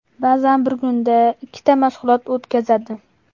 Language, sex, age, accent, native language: Uzbek, male, 12-17, Farg'ona, Uzbek